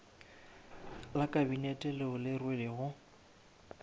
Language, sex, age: Northern Sotho, male, 18